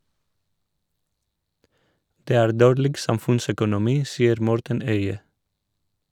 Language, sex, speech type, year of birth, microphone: Norwegian, male, read, 1986, Shure